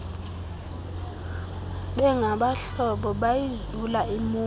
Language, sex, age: Xhosa, female, 20